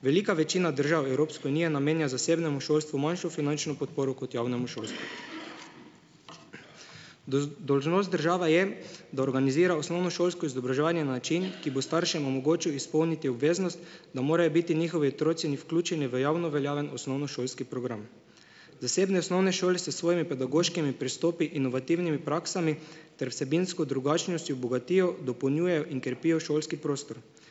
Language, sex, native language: Slovenian, male, Slovenian